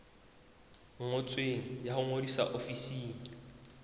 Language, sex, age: Southern Sotho, male, 20